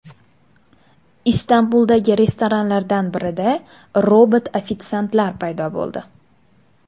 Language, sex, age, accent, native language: Uzbek, female, 19-29, Farg'ona, Uzbek